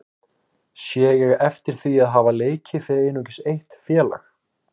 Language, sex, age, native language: Icelandic, male, 18-19, Icelandic